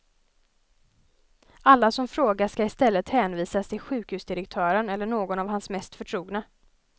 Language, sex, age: Swedish, female, 20